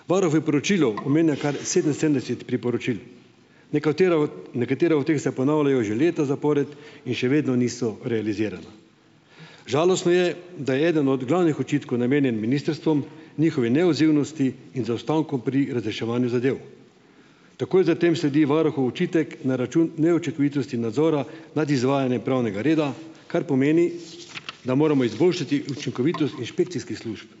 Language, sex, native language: Slovenian, male, Slovenian